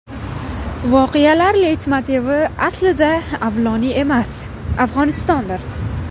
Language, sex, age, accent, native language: Uzbek, female, 18-24, Farg'ona, Uzbek